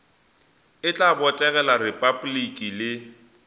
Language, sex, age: Northern Sotho, male, 20